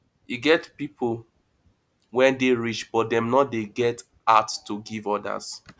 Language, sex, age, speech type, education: Nigerian Pidgin, male, 30-45, spontaneous, tertiary